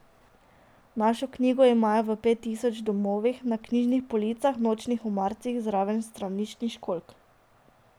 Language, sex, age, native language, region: Slovenian, female, 18-29, Slovenian, Drava region